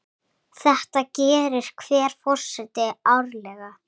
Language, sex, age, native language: Icelandic, female, 7, Icelandic